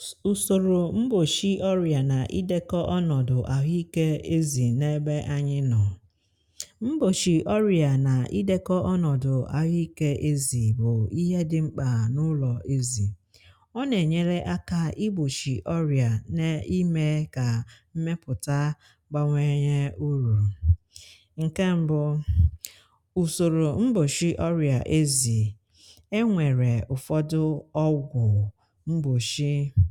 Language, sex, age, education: Igbo, female, 30-45, tertiary